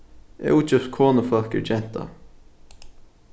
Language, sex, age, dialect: Faroese, male, 15-35, Norðuroyggjar